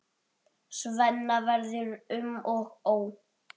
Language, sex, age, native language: Icelandic, male, 8, Icelandic